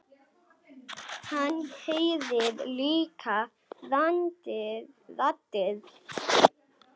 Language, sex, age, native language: Icelandic, female, 9, Icelandic